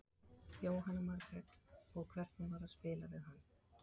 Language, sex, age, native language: Icelandic, female, 30-39, Icelandic